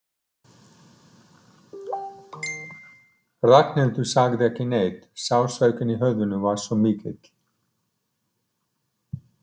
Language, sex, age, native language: Icelandic, male, 60-69, English